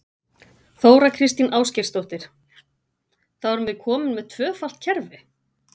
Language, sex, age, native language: Icelandic, female, 40-49, Icelandic